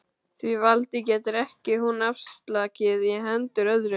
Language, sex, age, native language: Icelandic, male, 12, Icelandic